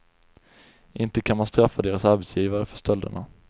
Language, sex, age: Swedish, male, 20